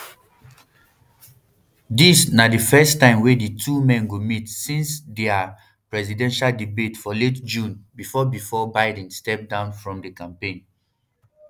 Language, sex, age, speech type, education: Nigerian Pidgin, male, 15-29, spontaneous, tertiary